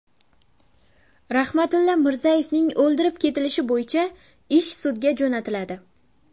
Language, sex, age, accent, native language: Uzbek, female, under 19, Buxoro, Uzbek